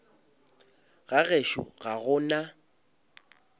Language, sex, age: Northern Sotho, male, 26